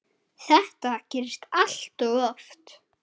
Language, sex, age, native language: Icelandic, male, 9, Icelandic